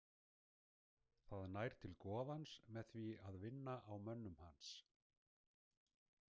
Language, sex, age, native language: Icelandic, male, 60-69, Icelandic